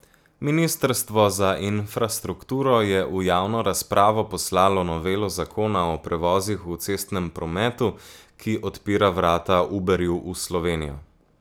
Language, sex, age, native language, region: Slovenian, male, 18-29, Slovenian, Gorica region